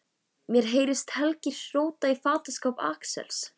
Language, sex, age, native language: Icelandic, female, 14, Icelandic